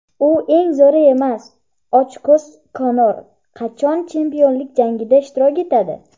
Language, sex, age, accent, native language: Uzbek, female, under 19, Farg'ona, Uzbek